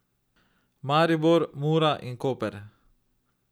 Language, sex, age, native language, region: Slovenian, male, 30-49, Slovenian, Drava region